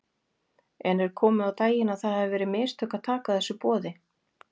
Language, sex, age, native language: Icelandic, female, 40-49, Icelandic